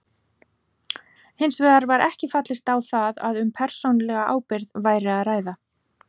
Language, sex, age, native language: Icelandic, female, 40-49, Icelandic